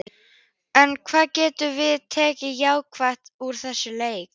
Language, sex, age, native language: Icelandic, female, 13, Icelandic